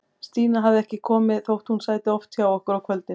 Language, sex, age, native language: Icelandic, female, 40-49, Icelandic